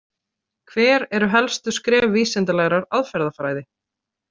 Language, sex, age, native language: Icelandic, female, 30-39, Icelandic